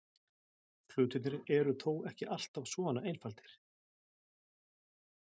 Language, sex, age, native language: Icelandic, male, 60-69, Icelandic